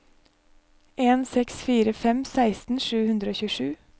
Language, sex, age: Norwegian, female, 23